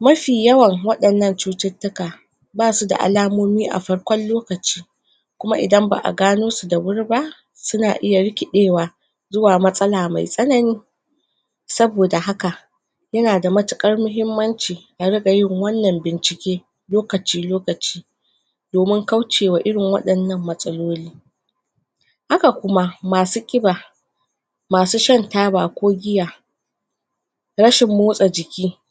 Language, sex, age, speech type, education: Hausa, female, 46-60, spontaneous, tertiary